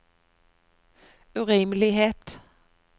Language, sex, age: Norwegian, female, 41